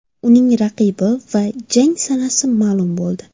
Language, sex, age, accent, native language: Uzbek, female, 25-34, Surxondaryo, Uzbek